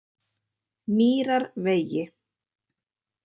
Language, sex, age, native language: Icelandic, female, 30-39, Icelandic